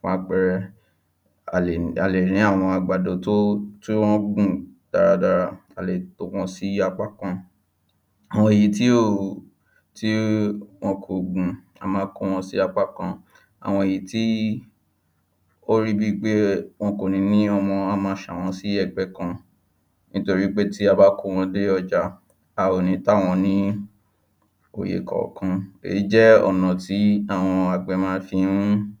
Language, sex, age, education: Yoruba, male, 15-29, tertiary